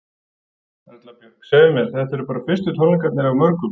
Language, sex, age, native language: Icelandic, male, 40-49, Icelandic